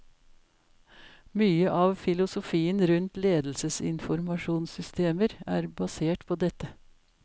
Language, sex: Norwegian, female